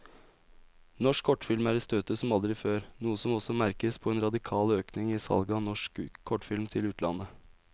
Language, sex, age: Norwegian, male, 20